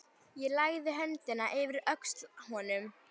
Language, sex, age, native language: Icelandic, female, 11, Icelandic